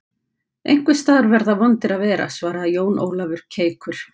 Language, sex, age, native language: Icelandic, female, 50-59, Icelandic